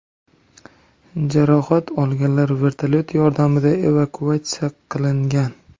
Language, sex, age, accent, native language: Uzbek, male, 25-34, Toshkent viloyati, Uzbek